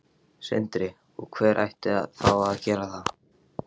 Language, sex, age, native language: Icelandic, male, 18-19, Icelandic